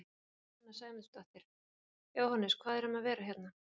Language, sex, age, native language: Icelandic, female, 40-49, Icelandic